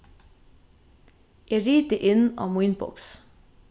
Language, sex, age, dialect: Faroese, female, 15-35, Norðurstreymoy/Eysturoy